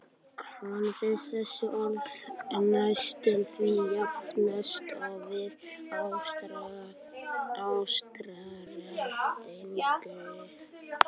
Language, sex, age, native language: Icelandic, male, 12, Icelandic